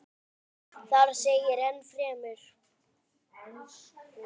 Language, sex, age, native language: Icelandic, male, 10, Icelandic